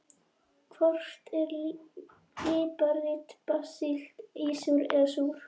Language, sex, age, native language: Icelandic, female, 21, Icelandic